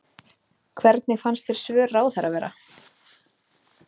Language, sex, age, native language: Icelandic, female, 30-39, Icelandic